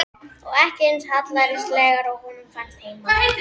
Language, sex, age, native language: Icelandic, female, 13, Icelandic